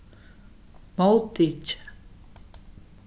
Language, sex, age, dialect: Faroese, female, 61+, Suðuroy